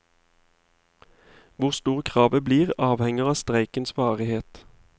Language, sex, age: Norwegian, male, 31